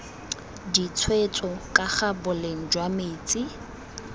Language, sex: Tswana, female